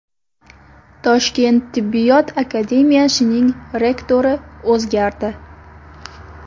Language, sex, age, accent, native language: Uzbek, female, under 19, Toshkent viloyati, Uzbek